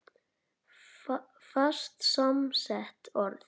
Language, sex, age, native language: Icelandic, female, 9, Icelandic